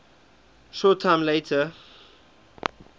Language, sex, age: English, male, 23